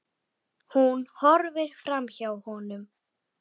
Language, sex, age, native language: Icelandic, male, 8, Icelandic